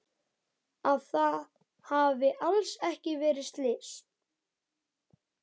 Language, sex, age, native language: Icelandic, male, 11, Icelandic